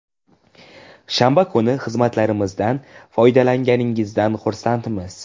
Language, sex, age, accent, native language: Uzbek, male, 18-24, Jizzax, Uzbek